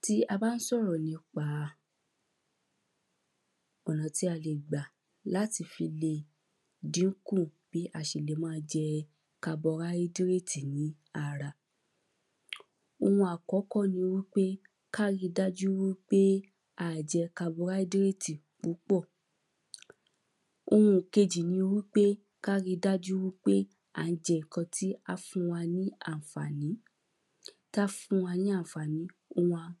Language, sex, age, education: Yoruba, female, 15-29, primary